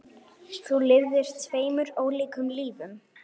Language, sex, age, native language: Icelandic, female, 9, Icelandic